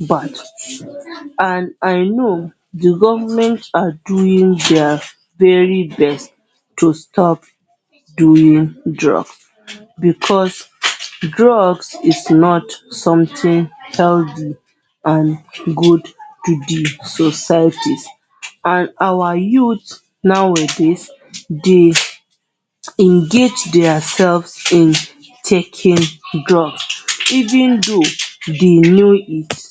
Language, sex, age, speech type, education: Hausa, female, 30-45, spontaneous, tertiary